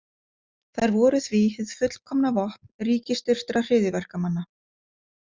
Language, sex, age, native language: Icelandic, female, 50-59, Icelandic